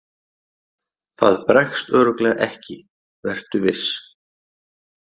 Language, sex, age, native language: Icelandic, male, 20-29, Icelandic